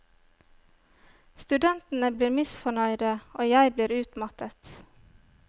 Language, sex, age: Norwegian, female, 25